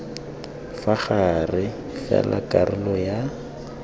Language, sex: Tswana, male